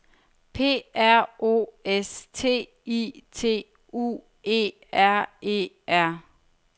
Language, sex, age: Danish, female, 30